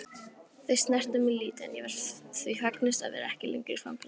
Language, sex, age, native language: Icelandic, female, 18-19, Icelandic